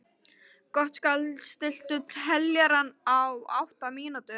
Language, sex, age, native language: Icelandic, female, 12, Icelandic